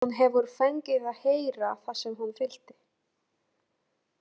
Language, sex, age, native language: Icelandic, female, 30-39, Polish